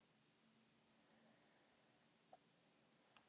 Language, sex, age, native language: Icelandic, female, 18-19, Icelandic